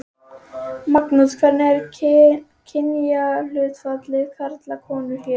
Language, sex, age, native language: Icelandic, female, 11, Icelandic